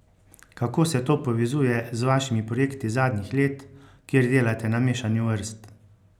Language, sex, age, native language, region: Slovenian, male, 50-59, Slovenian, Carinthia region